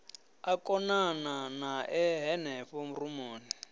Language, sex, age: Venda, male, 34